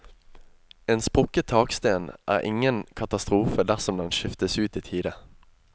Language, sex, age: Norwegian, male, 25